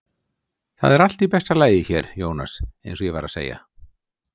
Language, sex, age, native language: Icelandic, male, 60-69, Icelandic